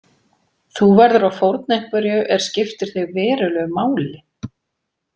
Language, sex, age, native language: Icelandic, female, 40-49, Icelandic